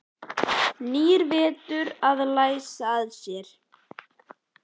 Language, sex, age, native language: Icelandic, male, 11, Icelandic